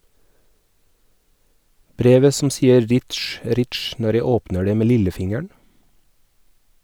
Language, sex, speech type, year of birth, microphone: Norwegian, male, read, 1981, Sennheiser